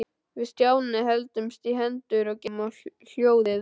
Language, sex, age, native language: Icelandic, male, 12, Icelandic